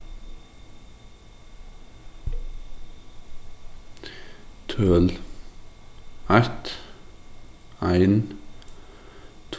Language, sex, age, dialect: Faroese, male, 15-35, Suðurstreymoy